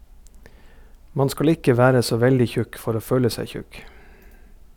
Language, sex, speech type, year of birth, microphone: Norwegian, male, read, 1971, Sennheiser